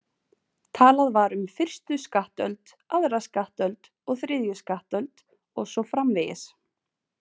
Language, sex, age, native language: Icelandic, female, 20-29, Icelandic